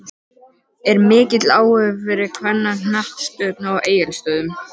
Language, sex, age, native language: Icelandic, male, 12, Icelandic